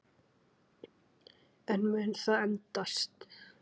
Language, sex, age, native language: Icelandic, female, 9, Icelandic